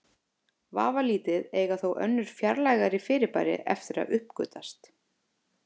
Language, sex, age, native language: Icelandic, female, 30-39, Icelandic